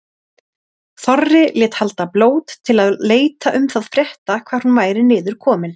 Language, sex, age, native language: Icelandic, female, 30-39, Icelandic